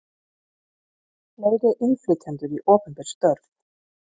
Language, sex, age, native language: Icelandic, female, 40-49, Icelandic